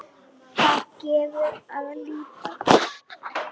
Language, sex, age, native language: Icelandic, female, 9, Icelandic